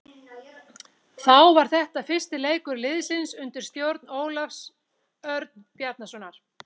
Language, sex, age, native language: Icelandic, female, 40-49, Icelandic